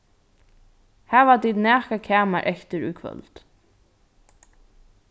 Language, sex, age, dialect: Faroese, female, 15-35, Norðurstreymoy/Eysturoy